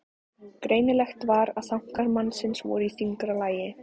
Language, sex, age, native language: Icelandic, female, 14, Icelandic